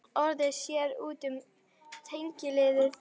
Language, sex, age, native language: Icelandic, female, 11, Icelandic